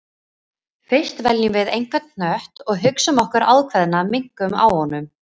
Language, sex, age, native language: Icelandic, female, 20-29, Icelandic